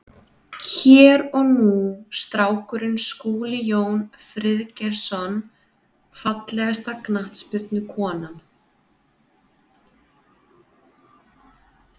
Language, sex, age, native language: Icelandic, female, 30-39, Icelandic